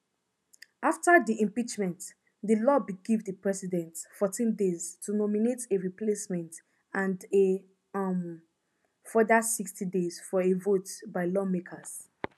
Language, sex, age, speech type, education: Nigerian Pidgin, female, 15-29, spontaneous, tertiary